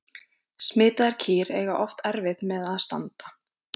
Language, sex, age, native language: Icelandic, female, 20-29, Icelandic